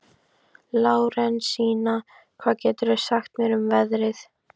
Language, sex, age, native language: Icelandic, female, 13, Icelandic